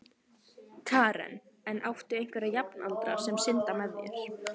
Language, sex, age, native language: Icelandic, female, 15, Icelandic